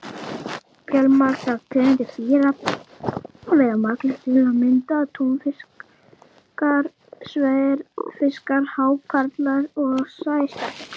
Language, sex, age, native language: Icelandic, female, 30-39, Icelandic